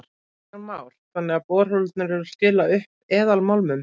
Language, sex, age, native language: Icelandic, female, 30-39, Icelandic